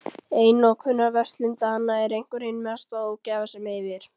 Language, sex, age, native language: Icelandic, female, 13, Icelandic